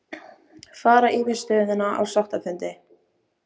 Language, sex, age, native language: Icelandic, female, 18-19, Icelandic